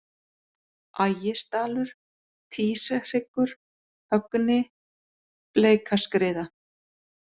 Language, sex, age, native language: Icelandic, female, 40-49, Icelandic